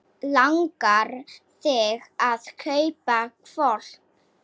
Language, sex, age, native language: Icelandic, female, 7, Slovak